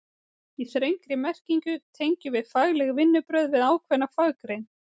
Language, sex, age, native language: Icelandic, female, 30-39, Icelandic